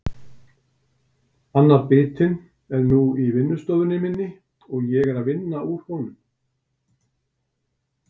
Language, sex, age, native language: Icelandic, male, 60-69, Icelandic